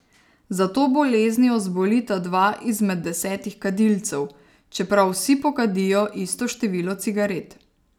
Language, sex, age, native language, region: Slovenian, female, 30-49, Slovenian, Savinja region